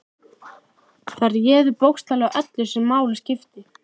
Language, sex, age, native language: Icelandic, female, 13, Icelandic